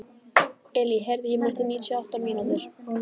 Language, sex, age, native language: Icelandic, female, 14, Icelandic